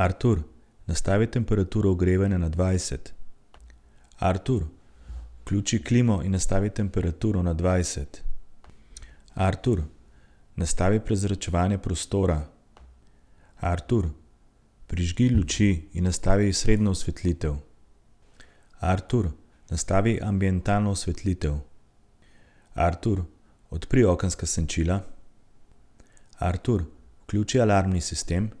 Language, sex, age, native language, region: Slovenian, male, 30-49, Slovenian, Central Slovenia